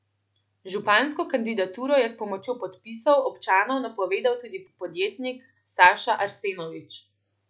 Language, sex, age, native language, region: Slovenian, female, 18-29, Slovenian, Central Slovenia